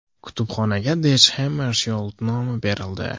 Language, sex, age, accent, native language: Uzbek, male, 18-24, Andijon, Uzbek